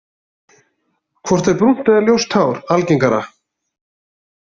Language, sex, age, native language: Icelandic, male, 40-49, Icelandic